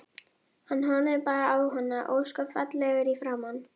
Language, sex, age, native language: Icelandic, female, 11, Icelandic